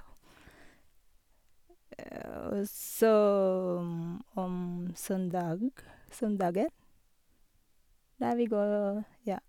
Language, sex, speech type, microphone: Norwegian, female, spontaneous, Sennheiser